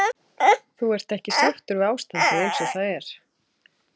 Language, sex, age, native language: Icelandic, female, 20-29, Icelandic